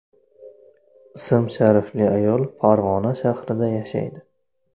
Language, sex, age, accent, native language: Uzbek, male, 25-34, Navoiy, Uzbek